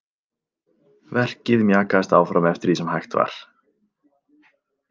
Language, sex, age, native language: Icelandic, male, 30-39, Icelandic